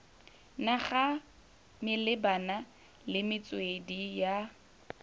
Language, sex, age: Tswana, female, 18